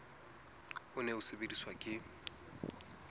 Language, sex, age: Southern Sotho, male, 20